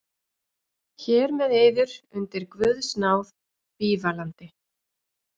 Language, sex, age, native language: Icelandic, female, 40-49, Icelandic